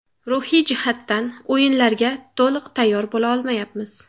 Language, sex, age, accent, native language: Uzbek, female, 18-24, Samarqand, Uzbek